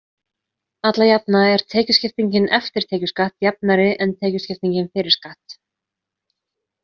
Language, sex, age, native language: Icelandic, female, 30-39, Icelandic